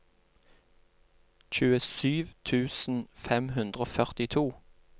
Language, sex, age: Norwegian, male, 28